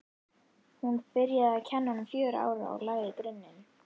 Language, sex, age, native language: Icelandic, female, 11, Icelandic